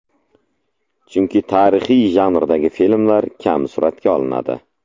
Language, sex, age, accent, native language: Uzbek, male, 25-34, Samarqand, Uzbek